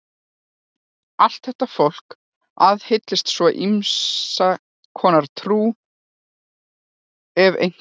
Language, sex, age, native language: Icelandic, female, 40-49, Icelandic